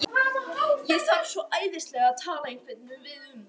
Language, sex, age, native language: Icelandic, male, 12, Icelandic